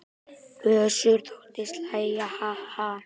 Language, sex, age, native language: Icelandic, male, 9, Icelandic